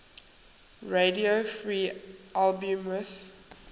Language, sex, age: English, female, 19